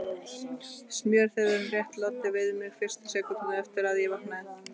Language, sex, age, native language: Icelandic, female, 30-39, Icelandic